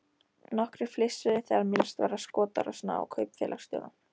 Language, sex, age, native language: Icelandic, female, 13, Icelandic